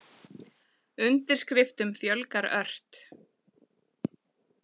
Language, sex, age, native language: Icelandic, female, 40-49, Icelandic